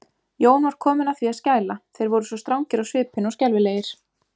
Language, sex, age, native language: Icelandic, female, 20-29, Icelandic